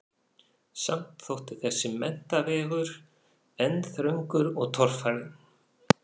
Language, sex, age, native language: Icelandic, male, 40-49, Faroese